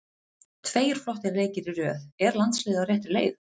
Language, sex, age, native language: Icelandic, female, 30-39, Icelandic